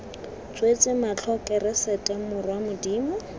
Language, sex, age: Tswana, female, 21